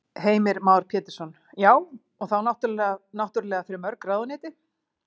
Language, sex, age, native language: Icelandic, female, 40-49, Icelandic